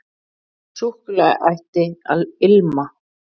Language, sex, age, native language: Icelandic, female, 40-49, Icelandic